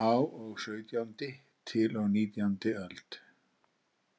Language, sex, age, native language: Icelandic, male, 60-69, Icelandic